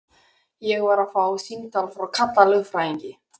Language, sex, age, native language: Icelandic, male, 11, Icelandic